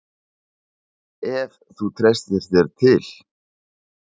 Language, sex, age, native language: Icelandic, male, 40-49, Icelandic